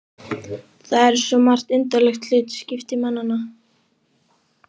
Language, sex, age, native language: Icelandic, male, 12, Icelandic